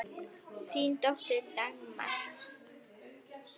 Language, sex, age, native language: Icelandic, female, 9, Icelandic